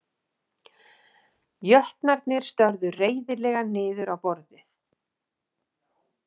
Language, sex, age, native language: Icelandic, female, 40-49, Icelandic